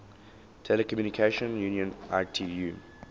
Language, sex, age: English, male, 19